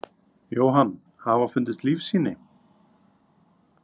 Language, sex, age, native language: Icelandic, male, 30-39, Icelandic